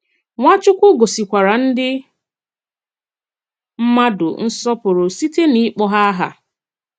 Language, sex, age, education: Igbo, female, 15-29, secondary